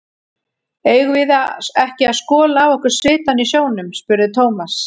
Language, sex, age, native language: Icelandic, female, 40-49, Icelandic